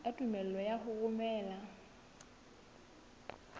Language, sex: Southern Sotho, female